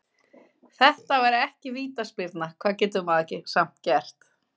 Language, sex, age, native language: Icelandic, female, 50-59, Icelandic